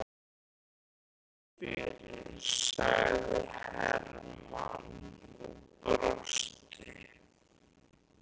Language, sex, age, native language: Icelandic, male, 13, Icelandic